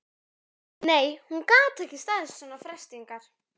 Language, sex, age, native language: Icelandic, female, 11, Icelandic